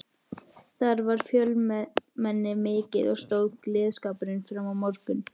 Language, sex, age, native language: Icelandic, female, 12, Icelandic